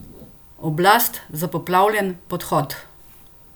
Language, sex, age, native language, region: Slovenian, female, 50-59, Slovenian, Central Slovenia